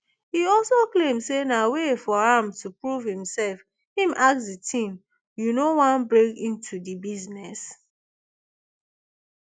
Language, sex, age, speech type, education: Nigerian Pidgin, female, 15-29, spontaneous, tertiary